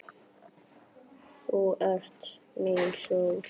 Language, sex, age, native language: Icelandic, female, 9, Icelandic